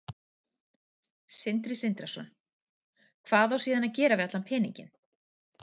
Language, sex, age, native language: Icelandic, female, 40-49, Icelandic